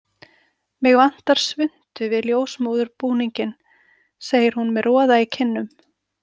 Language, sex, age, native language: Icelandic, female, 40-49, Icelandic